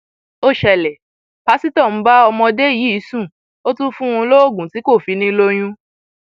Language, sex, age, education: Yoruba, female, 15-29, tertiary